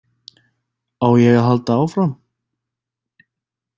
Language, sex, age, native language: Icelandic, male, 20-29, Icelandic